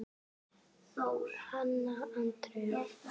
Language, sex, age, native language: Icelandic, female, 9, Icelandic